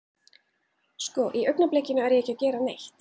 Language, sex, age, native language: Icelandic, female, 30-39, Icelandic